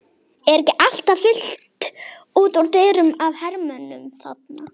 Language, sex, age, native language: Icelandic, female, 12, Icelandic